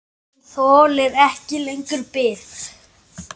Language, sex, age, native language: Icelandic, male, 7, Icelandic